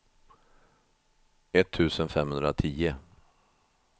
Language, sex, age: Swedish, male, 50